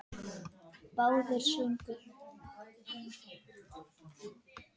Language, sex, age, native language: Icelandic, female, 10, Icelandic